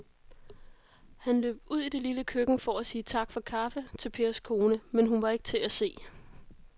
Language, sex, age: Danish, female, 33